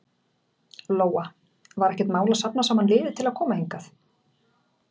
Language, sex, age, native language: Icelandic, female, 40-49, Icelandic